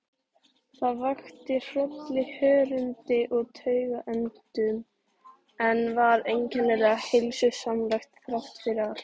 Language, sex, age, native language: Icelandic, female, 18-19, Icelandic